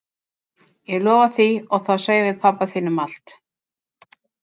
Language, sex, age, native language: Icelandic, female, 50-59, Icelandic